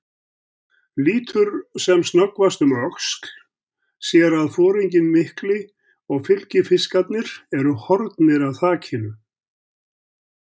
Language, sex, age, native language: Icelandic, male, 70-79, Icelandic